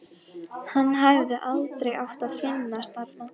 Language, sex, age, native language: Icelandic, female, 12, Icelandic